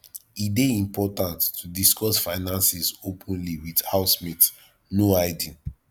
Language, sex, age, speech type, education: Nigerian Pidgin, male, 15-29, spontaneous, tertiary